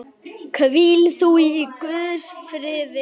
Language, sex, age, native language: Icelandic, male, 8, Icelandic